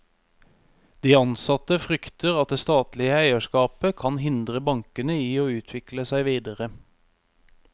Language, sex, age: Norwegian, male, 31